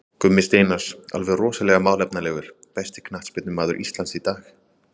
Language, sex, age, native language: Icelandic, male, 30-39, Icelandic